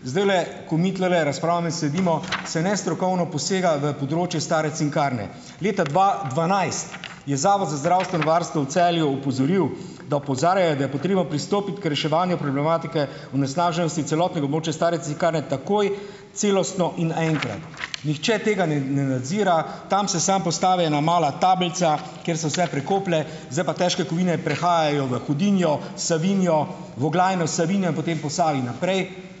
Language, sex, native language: Slovenian, male, Slovenian